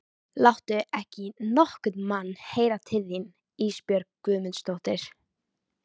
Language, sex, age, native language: Icelandic, female, 13, Icelandic